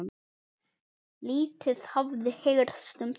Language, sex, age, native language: Icelandic, male, 7, Icelandic